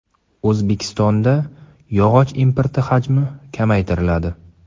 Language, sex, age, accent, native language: Uzbek, male, 18-24, Qashqadaryo, Uzbek